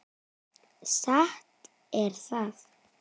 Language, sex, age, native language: Icelandic, female, 9, Icelandic